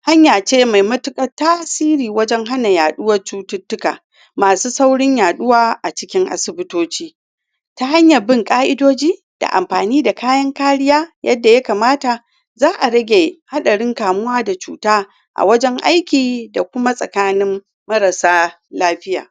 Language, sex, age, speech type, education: Hausa, female, 46-60, spontaneous, tertiary